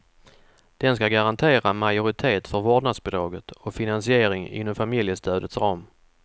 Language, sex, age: Swedish, male, 44